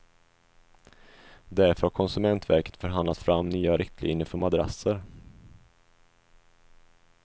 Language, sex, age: Swedish, male, 25